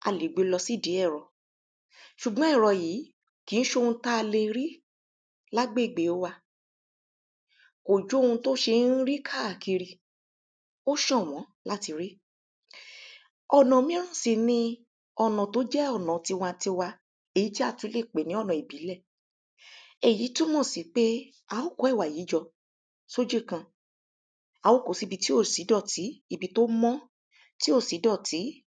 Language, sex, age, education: Yoruba, female, 30-45, primary